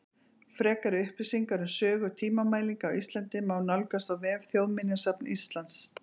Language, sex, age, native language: Icelandic, female, 40-49, Icelandic